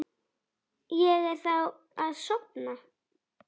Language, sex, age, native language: Icelandic, female, 10, Icelandic